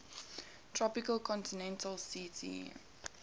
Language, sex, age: English, female, 18